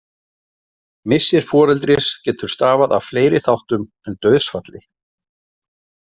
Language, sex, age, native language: Icelandic, male, 40-49, Icelandic